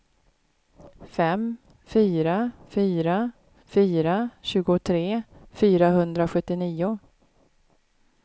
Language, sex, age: Swedish, female, 36